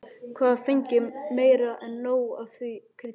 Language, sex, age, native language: Icelandic, male, 11, Icelandic